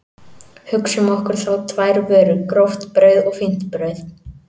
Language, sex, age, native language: Icelandic, male, 18-19, Icelandic